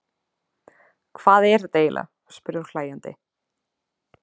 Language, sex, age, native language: Icelandic, female, 20-29, Icelandic